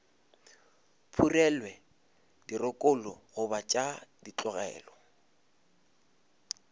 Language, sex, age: Northern Sotho, male, 26